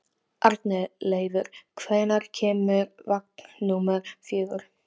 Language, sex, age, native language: Icelandic, female, 13, Icelandic